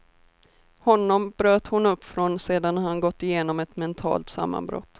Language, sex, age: Swedish, female, 24